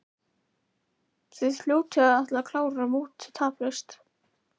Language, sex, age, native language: Icelandic, female, 11, Icelandic